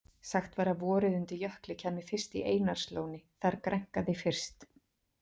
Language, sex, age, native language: Icelandic, female, 40-49, Icelandic